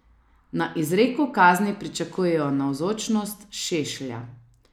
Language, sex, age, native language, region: Slovenian, female, 30-49, Slovenian, Savinja region